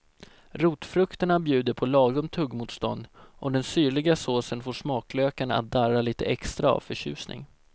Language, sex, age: Swedish, male, 17